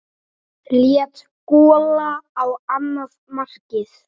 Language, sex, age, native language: Icelandic, male, 9, Icelandic